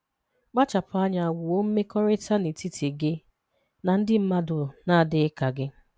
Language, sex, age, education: Igbo, female, 30-45, tertiary